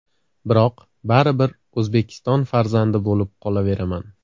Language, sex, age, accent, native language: Uzbek, male, 25-34, Andijon, Uzbek